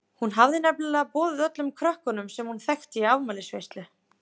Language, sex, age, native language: Icelandic, female, 30-39, Icelandic